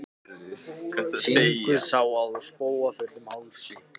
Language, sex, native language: Icelandic, other, Japanese